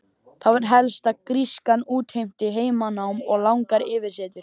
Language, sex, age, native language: Icelandic, male, 12, Icelandic